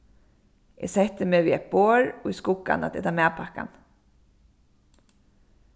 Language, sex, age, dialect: Faroese, female, 15-35, Suðurstreymoy